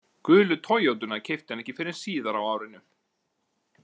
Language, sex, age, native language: Icelandic, male, 40-49, Icelandic